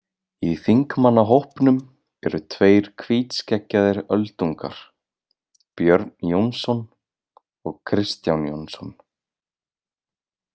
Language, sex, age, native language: Icelandic, male, 20-29, Icelandic